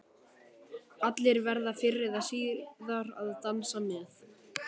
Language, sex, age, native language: Icelandic, male, 14, Icelandic